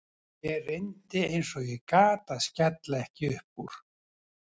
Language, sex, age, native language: Icelandic, male, 70-79, Icelandic